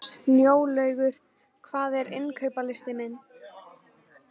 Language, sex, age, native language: Icelandic, female, 12, Icelandic